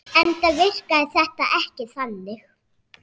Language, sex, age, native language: Icelandic, female, 6, Icelandic